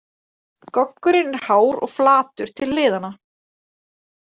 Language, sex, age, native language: Icelandic, female, 30-39, Icelandic